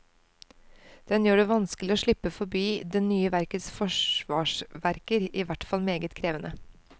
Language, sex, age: Norwegian, female, 29